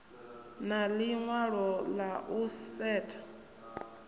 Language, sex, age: Venda, female, 28